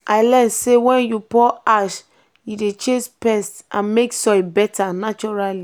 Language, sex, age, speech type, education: Nigerian Pidgin, male, 15-29, spontaneous, tertiary